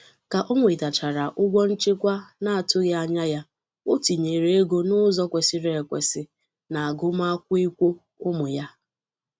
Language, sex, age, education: Igbo, female, 30-45, tertiary